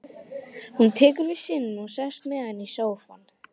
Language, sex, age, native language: Icelandic, female, 11, Icelandic